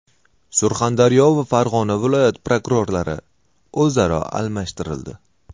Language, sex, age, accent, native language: Uzbek, male, 18-24, Toshkent shahri, Uzbek